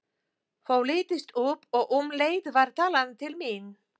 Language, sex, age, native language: Icelandic, female, 40-49, Polish